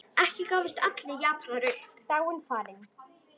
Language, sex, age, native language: Icelandic, female, 10, Icelandic